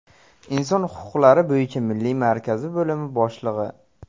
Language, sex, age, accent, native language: Uzbek, male, 18-24, Buxoro, Uzbek